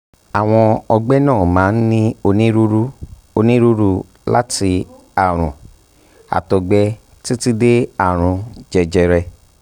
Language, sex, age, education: Yoruba, male, 30-45, tertiary